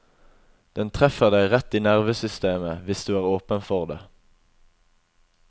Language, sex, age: Norwegian, male, 21